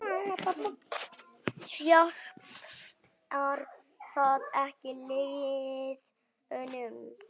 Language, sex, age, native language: Icelandic, female, 9, Icelandic